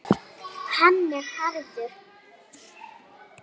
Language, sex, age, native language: Icelandic, female, 9, Icelandic